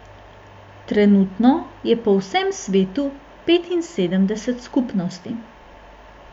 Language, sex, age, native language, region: Slovenian, female, 18-29, Slovenian, Central Slovenia